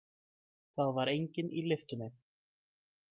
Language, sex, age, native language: Icelandic, male, 20-29, Icelandic